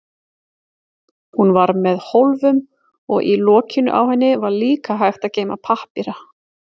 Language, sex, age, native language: Icelandic, female, 40-49, Icelandic